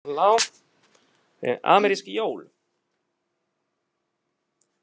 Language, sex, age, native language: Icelandic, male, 30-39, Italian